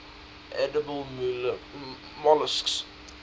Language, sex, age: English, male, 19